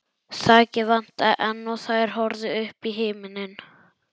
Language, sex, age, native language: Icelandic, male, 11, Icelandic